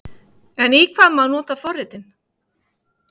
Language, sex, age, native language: Icelandic, female, 50-59, Icelandic